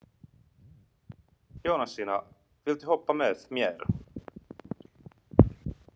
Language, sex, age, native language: Icelandic, male, 30-39, Finnish